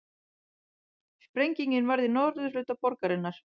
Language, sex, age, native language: Icelandic, female, 30-39, Icelandic